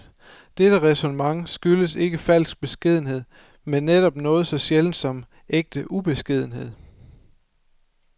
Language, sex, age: Danish, male, 24